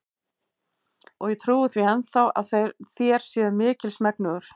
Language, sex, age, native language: Icelandic, female, 18-19, Icelandic